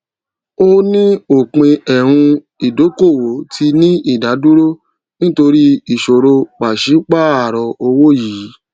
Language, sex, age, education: Yoruba, male, 30-45, tertiary